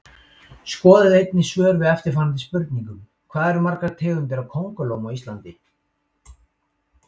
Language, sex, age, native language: Icelandic, male, 18-19, Icelandic